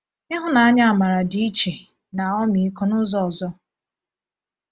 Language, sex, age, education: Igbo, female, 15-29, tertiary